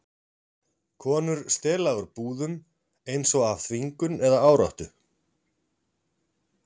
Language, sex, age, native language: Icelandic, male, 40-49, Icelandic